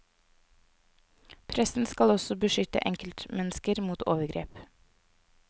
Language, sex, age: Norwegian, female, 24